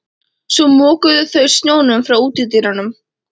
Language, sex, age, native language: Icelandic, female, 13, Icelandic